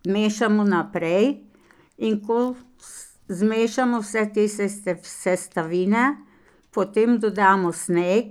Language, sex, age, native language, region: Slovenian, female, 60+, Slovenian, Pomurje region